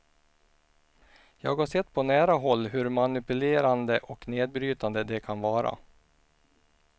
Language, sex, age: Swedish, male, 49